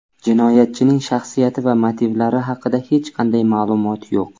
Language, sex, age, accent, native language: Uzbek, male, 25-34, Samarqand, Uzbek